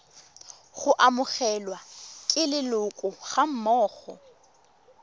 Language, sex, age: Tswana, female, 21